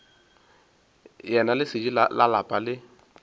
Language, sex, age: Northern Sotho, male, 22